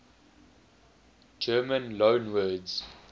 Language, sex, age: English, male, 20